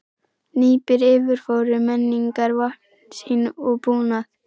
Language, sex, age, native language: Icelandic, female, 11, Icelandic